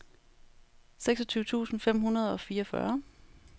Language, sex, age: Danish, female, 35